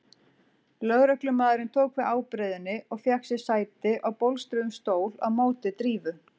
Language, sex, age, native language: Icelandic, female, 40-49, Icelandic